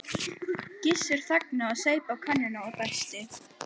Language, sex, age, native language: Icelandic, female, 12, Icelandic